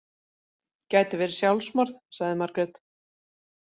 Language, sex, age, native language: Icelandic, female, 40-49, Icelandic